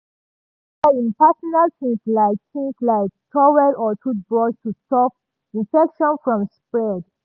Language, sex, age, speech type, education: Nigerian Pidgin, female, 30-45, spontaneous, tertiary